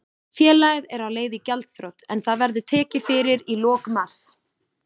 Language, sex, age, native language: Icelandic, female, 20-29, Icelandic